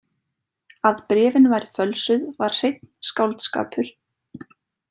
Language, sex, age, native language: Icelandic, female, 20-29, Icelandic